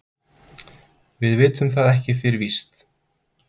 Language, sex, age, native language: Icelandic, male, 30-39, Icelandic